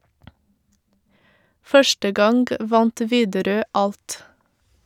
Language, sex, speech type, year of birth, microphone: Norwegian, female, read, 1984, Shure